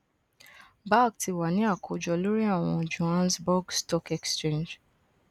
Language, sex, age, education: Yoruba, female, 15-29, tertiary